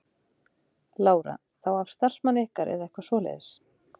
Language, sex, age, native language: Icelandic, female, 30-39, Icelandic